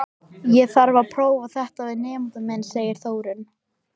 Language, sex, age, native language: Icelandic, female, 13, Icelandic